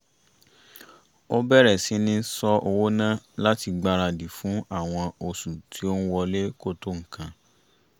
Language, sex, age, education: Yoruba, male, 30-45, tertiary